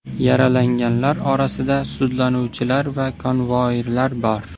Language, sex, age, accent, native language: Uzbek, male, 25-34, Toshkent viloyati, Uzbek